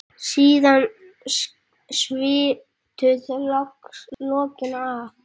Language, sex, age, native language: Icelandic, female, 9, Icelandic